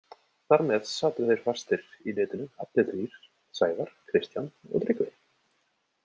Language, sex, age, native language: Icelandic, male, 30-39, Icelandic